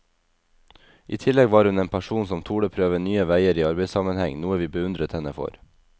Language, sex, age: Norwegian, male, 22